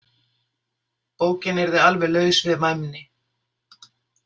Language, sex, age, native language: Icelandic, female, 60-69, Icelandic